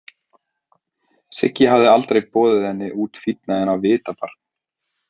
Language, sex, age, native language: Icelandic, male, 30-39, Icelandic